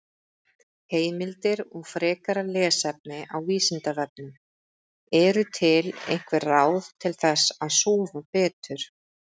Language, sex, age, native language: Icelandic, female, 30-39, Icelandic